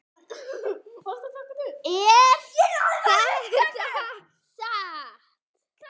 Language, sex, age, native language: Icelandic, female, 8, Icelandic